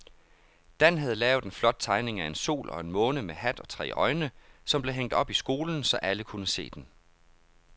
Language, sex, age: Danish, male, 31